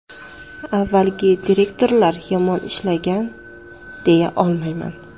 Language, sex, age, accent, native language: Uzbek, female, 25-34, Toshkent viloyati, Uzbek